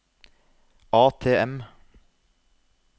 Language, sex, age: Norwegian, male, 33